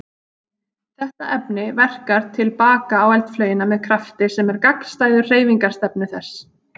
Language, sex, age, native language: Icelandic, female, 30-39, Icelandic